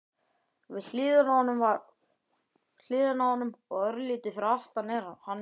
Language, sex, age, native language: Icelandic, male, 11, Icelandic